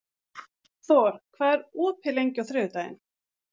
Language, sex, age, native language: Icelandic, female, 40-49, Icelandic